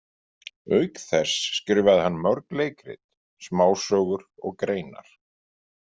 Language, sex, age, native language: Icelandic, male, 50-59, Icelandic